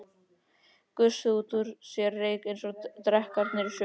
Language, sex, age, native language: Icelandic, male, 13, Icelandic